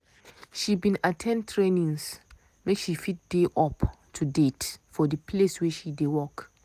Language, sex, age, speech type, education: Nigerian Pidgin, female, 30-45, spontaneous, tertiary